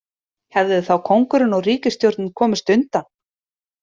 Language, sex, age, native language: Icelandic, female, 30-39, Icelandic